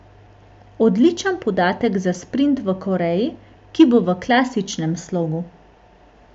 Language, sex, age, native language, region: Slovenian, female, 18-29, Slovenian, Central Slovenia